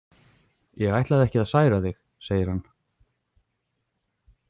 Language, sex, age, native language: Icelandic, male, 40-49, Icelandic